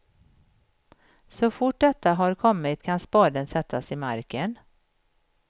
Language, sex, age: Swedish, female, 51